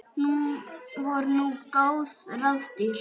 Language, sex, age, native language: Icelandic, female, 9, Icelandic